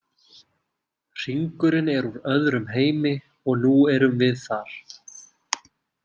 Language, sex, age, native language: Icelandic, male, 20-29, Icelandic